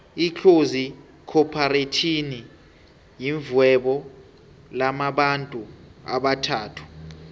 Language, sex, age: South Ndebele, male, 23